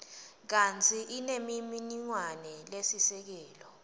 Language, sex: Swati, female